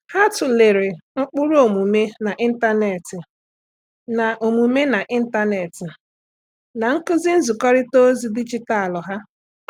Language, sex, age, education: Igbo, female, 30-45, tertiary